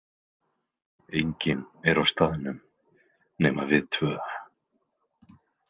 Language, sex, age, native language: Icelandic, male, 20-29, Icelandic